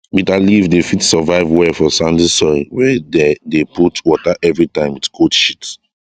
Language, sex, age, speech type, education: Nigerian Pidgin, male, 15-29, spontaneous, tertiary